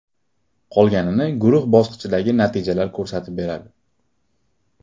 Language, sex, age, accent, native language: Uzbek, male, 18-24, Qashqadaryo, Uzbek